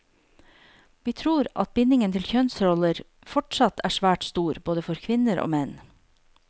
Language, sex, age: Norwegian, female, 48